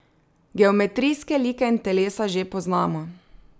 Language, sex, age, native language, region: Slovenian, female, 30-49, Slovenian, Drava region